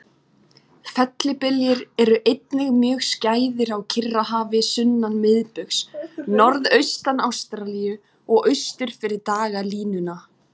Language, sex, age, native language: Icelandic, female, 40-49, Icelandic